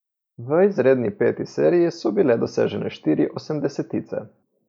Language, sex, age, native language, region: Slovenian, male, 18-29, Slovenian, Coastal Karst region